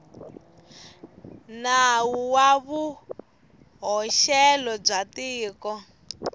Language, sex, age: Tsonga, female, 18